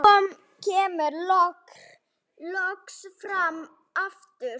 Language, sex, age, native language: Icelandic, female, 7, Icelandic